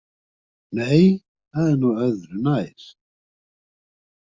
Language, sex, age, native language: Icelandic, male, 50-59, Icelandic